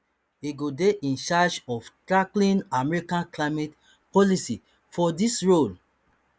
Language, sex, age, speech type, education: Nigerian Pidgin, male, 30-45, spontaneous, tertiary